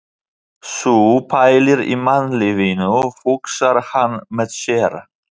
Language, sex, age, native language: Icelandic, male, 40-49, Polish